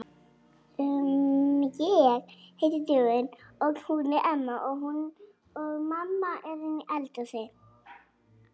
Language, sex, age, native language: Icelandic, female, 18-19, Icelandic